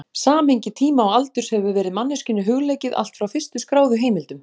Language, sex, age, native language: Icelandic, female, 40-49, Icelandic